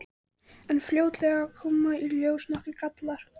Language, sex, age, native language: Icelandic, female, 14, Icelandic